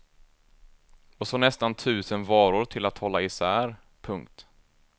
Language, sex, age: Swedish, male, 24